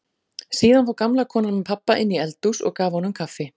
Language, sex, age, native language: Icelandic, female, 40-49, Icelandic